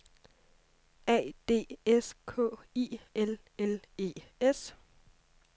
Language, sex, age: Danish, female, 26